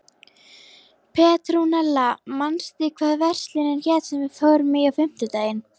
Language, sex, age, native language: Icelandic, female, 11, Icelandic